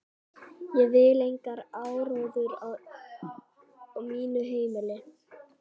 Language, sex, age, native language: Icelandic, other, 11, Icelandic